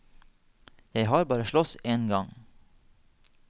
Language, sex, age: Norwegian, male, 30